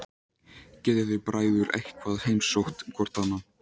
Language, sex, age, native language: Icelandic, male, 14, Icelandic